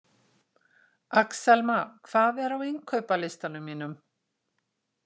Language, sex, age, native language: Icelandic, female, 60-69, Icelandic